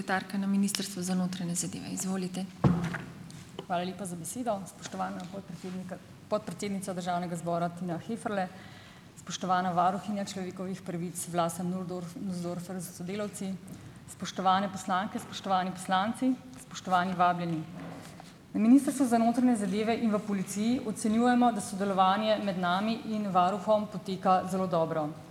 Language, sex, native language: Slovenian, female, Slovenian